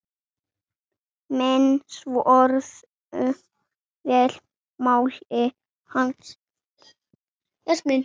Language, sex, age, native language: Icelandic, male, 7, Icelandic